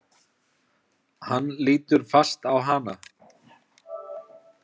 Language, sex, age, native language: Icelandic, male, 30-39, Icelandic